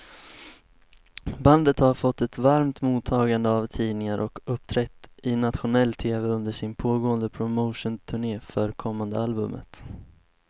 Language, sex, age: Swedish, male, 19